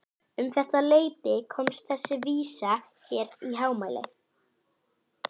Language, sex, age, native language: Icelandic, female, 11, Icelandic